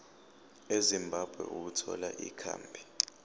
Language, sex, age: Zulu, male, 29